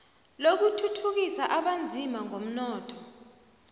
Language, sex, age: South Ndebele, female, 29